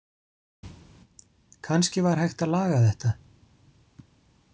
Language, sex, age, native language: Icelandic, male, 40-49, Icelandic